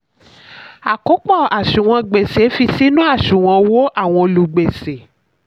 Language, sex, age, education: Yoruba, female, 30-45, tertiary